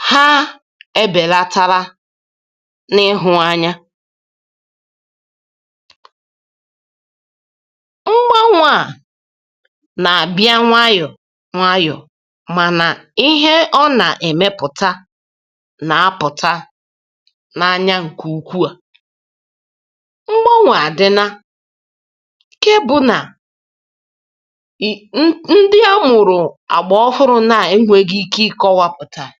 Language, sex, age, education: Igbo, female, 30-45, tertiary